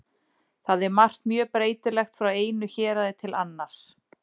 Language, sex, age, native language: Icelandic, female, 40-49, Icelandic